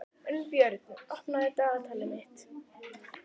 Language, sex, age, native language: Icelandic, female, 11, Icelandic